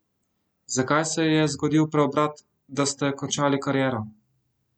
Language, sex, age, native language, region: Slovenian, male, 18-29, Slovenian, Central Slovenia